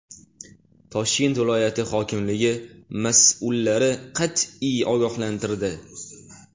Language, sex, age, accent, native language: Uzbek, male, 18-24, Toshkent shahri, Uzbek